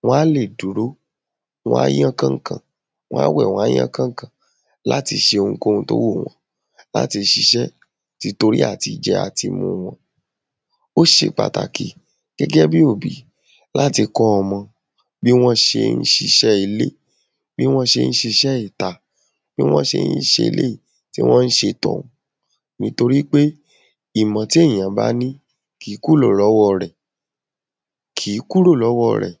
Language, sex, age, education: Yoruba, female, 30-45, secondary